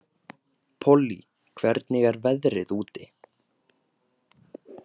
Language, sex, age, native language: Icelandic, male, 18-19, Icelandic